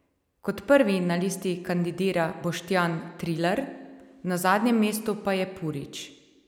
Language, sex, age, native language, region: Slovenian, female, 30-49, Slovenian, Savinja region